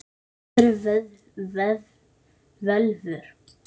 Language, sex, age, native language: Icelandic, female, 9, Icelandic